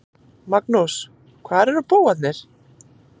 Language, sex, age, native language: Icelandic, female, 30-39, Icelandic